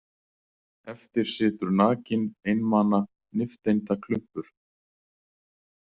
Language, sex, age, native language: Icelandic, male, 40-49, Icelandic